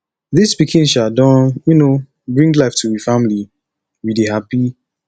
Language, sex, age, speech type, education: Nigerian Pidgin, male, 15-29, spontaneous, tertiary